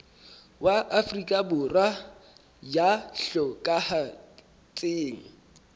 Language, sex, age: Southern Sotho, male, 23